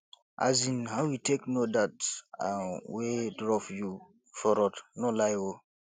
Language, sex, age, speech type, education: Nigerian Pidgin, male, 15-29, spontaneous, tertiary